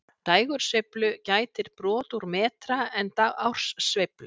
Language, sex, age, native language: Icelandic, female, 60-69, Icelandic